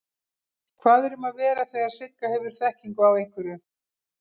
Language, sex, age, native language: Icelandic, female, 50-59, Icelandic